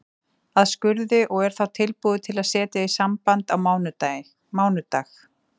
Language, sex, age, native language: Icelandic, female, 40-49, Icelandic